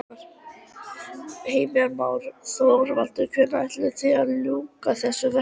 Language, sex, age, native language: Icelandic, female, 13, Icelandic